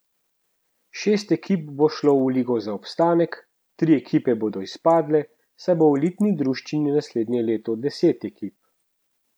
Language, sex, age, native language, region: Slovenian, male, 30-49, Slovenian, Central Slovenia